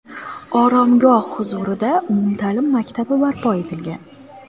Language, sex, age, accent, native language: Uzbek, female, 19-29, Samarqand, Uzbek